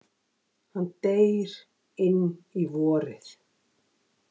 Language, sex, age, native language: Icelandic, female, 50-59, Icelandic